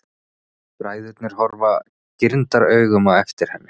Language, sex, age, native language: Icelandic, male, 30-39, Icelandic